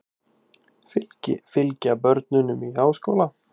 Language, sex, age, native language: Icelandic, male, 18-19, Icelandic